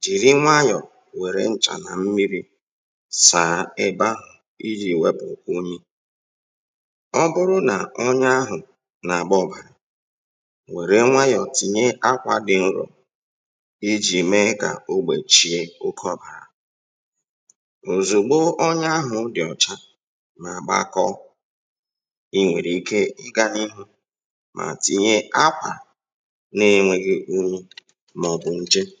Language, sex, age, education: Igbo, male, 46-60, tertiary